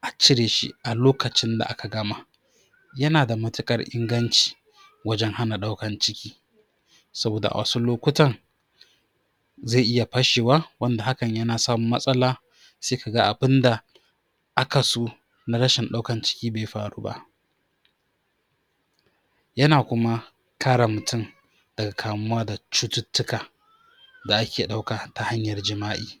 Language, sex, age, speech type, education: Hausa, male, 46-60, spontaneous, tertiary